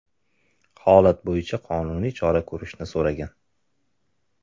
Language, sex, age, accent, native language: Uzbek, male, 19-29, Samarqand, Uzbek